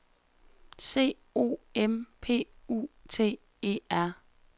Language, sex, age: Danish, female, 33